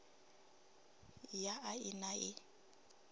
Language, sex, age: Venda, female, 26